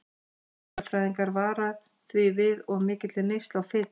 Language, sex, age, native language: Icelandic, female, 50-59, Icelandic